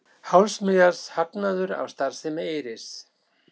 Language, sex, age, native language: Icelandic, male, 60-69, Icelandic